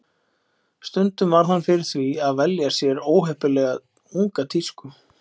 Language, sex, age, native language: Icelandic, male, 20-29, Icelandic